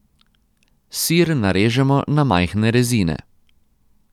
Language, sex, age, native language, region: Slovenian, male, 30-49, Croatian, Posavska region